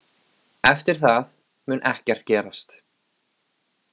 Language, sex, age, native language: Icelandic, male, 20-29, Icelandic